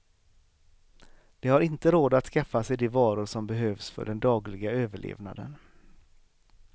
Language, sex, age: Swedish, male, 38